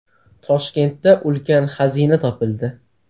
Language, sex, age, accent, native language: Uzbek, male, 18-24, Navoiy, Uzbek